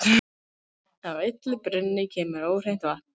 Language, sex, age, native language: Icelandic, female, 18-19, Icelandic